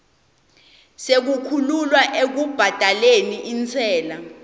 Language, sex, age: Swati, female, 20